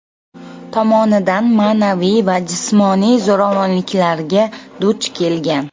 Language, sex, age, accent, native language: Uzbek, female, 25-34, Samarqand, Uzbek